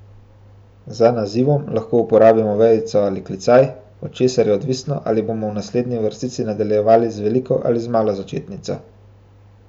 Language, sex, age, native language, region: Slovenian, male, 18-29, Slovenian, Central Slovenia